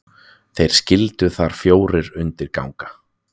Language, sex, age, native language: Icelandic, male, 20-29, Icelandic